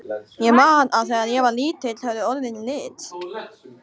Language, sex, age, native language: Icelandic, male, 14, Icelandic